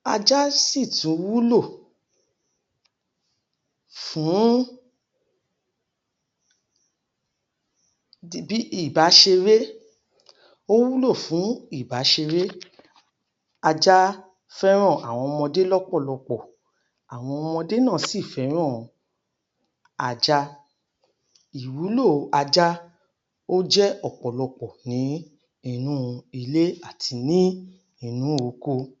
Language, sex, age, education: Yoruba, female, 30-45, tertiary